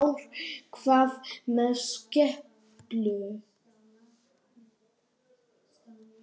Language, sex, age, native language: Icelandic, male, 9, Polish